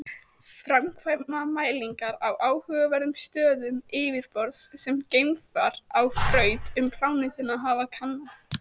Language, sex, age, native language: Icelandic, female, 18-19, Icelandic